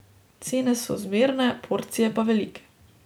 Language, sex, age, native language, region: Slovenian, female, 18-29, Slovenian, Drava region